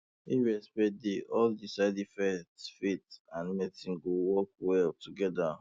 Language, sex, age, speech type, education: Nigerian Pidgin, male, 15-29, spontaneous, tertiary